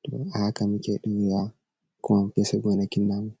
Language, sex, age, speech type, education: Hausa, male, 15-29, spontaneous, secondary